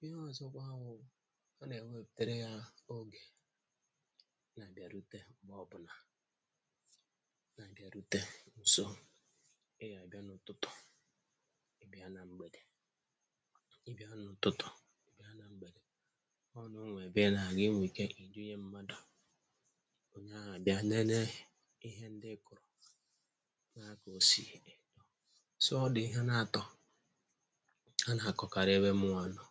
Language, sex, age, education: Igbo, male, 46-60, tertiary